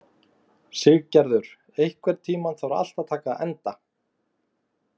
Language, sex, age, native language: Icelandic, male, 20-29, Icelandic